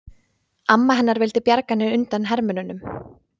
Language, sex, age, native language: Icelandic, female, 20-29, Icelandic